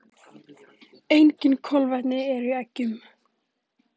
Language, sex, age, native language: Icelandic, male, 18-19, Icelandic